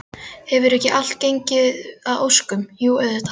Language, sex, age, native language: Icelandic, female, 12, Icelandic